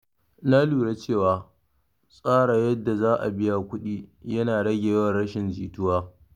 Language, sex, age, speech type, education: Hausa, male, 30-45, read, secondary